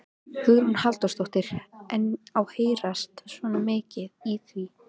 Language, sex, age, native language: Icelandic, female, 13, Icelandic